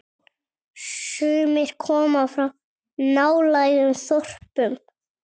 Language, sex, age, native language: Icelandic, male, 7, Icelandic